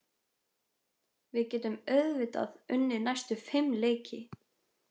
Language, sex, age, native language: Icelandic, female, 20-29, Icelandic